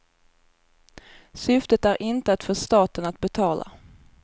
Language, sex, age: Swedish, female, 24